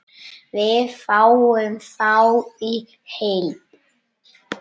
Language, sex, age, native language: Icelandic, male, 9, Icelandic